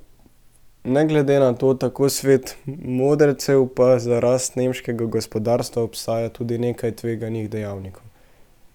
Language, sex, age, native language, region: Slovenian, male, 18-29, Slovenian, Central Slovenia